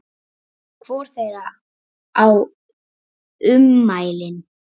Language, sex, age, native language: Icelandic, female, 7, Icelandic